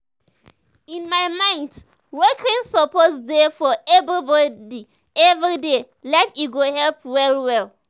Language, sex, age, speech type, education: Nigerian Pidgin, female, 15-29, spontaneous, tertiary